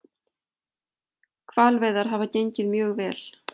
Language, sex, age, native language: Icelandic, female, 40-49, Icelandic